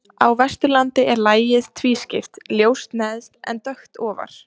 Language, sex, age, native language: Icelandic, female, 30-39, Icelandic